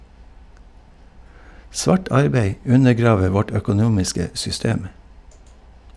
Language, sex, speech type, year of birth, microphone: Norwegian, male, read, 1952, Shure